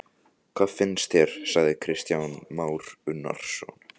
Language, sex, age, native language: Icelandic, other, 14, Icelandic